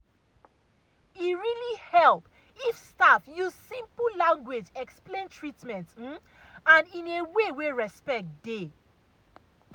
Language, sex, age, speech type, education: Nigerian Pidgin, female, 30-45, spontaneous, tertiary